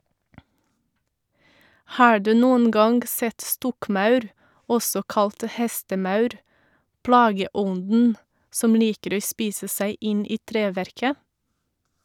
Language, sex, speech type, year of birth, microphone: Norwegian, female, read, 1984, Shure